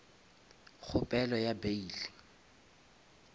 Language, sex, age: Northern Sotho, male, 26